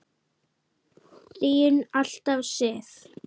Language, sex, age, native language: Icelandic, female, 9, Icelandic